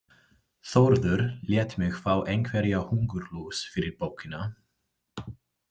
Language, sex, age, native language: Icelandic, male, 20-29, English